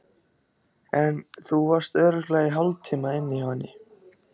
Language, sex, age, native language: Icelandic, other, 14, Icelandic